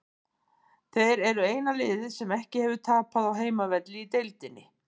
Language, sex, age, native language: Icelandic, female, 50-59, Icelandic